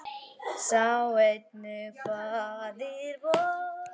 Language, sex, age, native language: Icelandic, female, 10, Icelandic